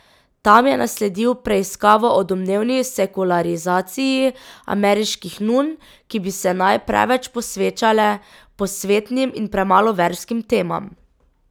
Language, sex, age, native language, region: Slovenian, female, 18-29, Slovenian, Drava region